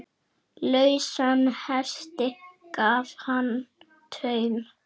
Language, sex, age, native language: Icelandic, male, 7, Icelandic